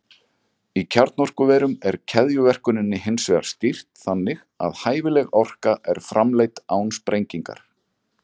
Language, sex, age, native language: Icelandic, male, 40-49, Icelandic